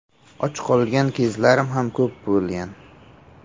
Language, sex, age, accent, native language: Uzbek, male, 18-24, Samarqand, Uzbek